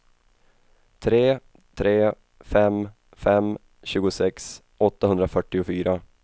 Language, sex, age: Swedish, male, 28